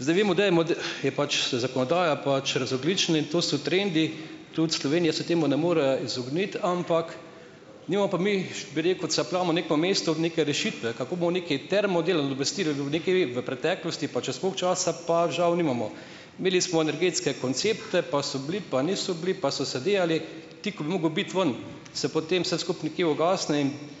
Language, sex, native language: Slovenian, male, Slovenian